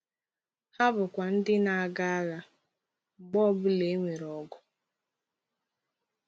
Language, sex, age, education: Igbo, female, 15-29, tertiary